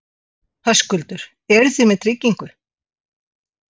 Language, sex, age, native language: Icelandic, female, 60-69, Icelandic